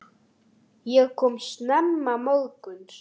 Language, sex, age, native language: Icelandic, female, 60-69, Icelandic